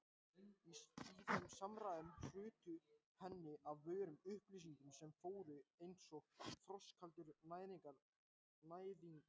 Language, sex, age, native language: Icelandic, male, 18-19, Icelandic